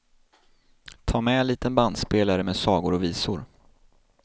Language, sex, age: Swedish, male, 26